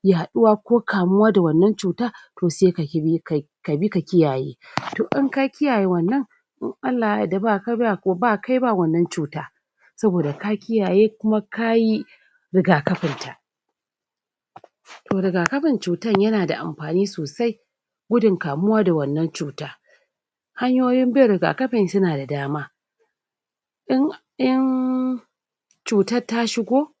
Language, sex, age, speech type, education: Hausa, female, 30-45, spontaneous, tertiary